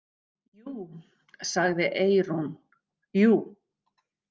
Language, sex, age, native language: Icelandic, female, 50-59, Icelandic